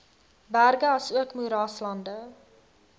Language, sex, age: Afrikaans, female, 22